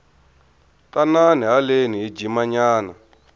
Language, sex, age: Tsonga, male, 23